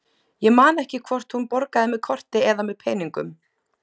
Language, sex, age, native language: Icelandic, female, 20-29, Icelandic